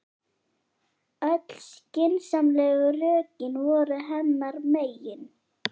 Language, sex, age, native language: Icelandic, female, 11, Icelandic